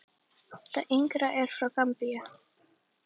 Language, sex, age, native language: Icelandic, female, 10, Icelandic